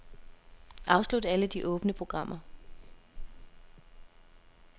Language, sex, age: Danish, female, 27